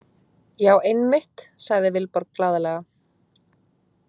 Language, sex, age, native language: Icelandic, female, 20-29, Icelandic